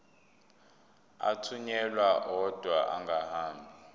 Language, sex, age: Zulu, male, 22